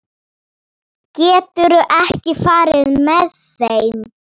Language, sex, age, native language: Icelandic, female, 9, Icelandic